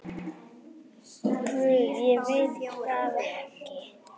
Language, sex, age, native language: Icelandic, female, 9, Icelandic